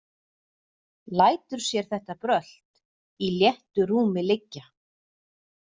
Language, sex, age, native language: Icelandic, female, 40-49, Icelandic